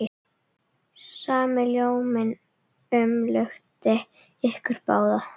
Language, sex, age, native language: Icelandic, female, 10, Icelandic